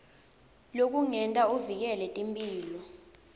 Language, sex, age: Swati, female, 20